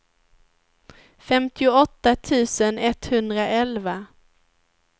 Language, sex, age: Swedish, female, 19